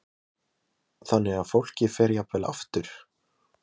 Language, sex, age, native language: Icelandic, male, 20-29, Icelandic